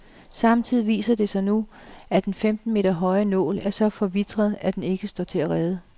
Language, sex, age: Danish, female, 37